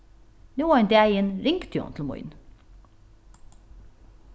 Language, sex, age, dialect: Faroese, female, 36-60, Norðuroyggjar